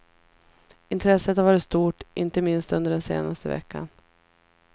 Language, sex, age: Swedish, female, 33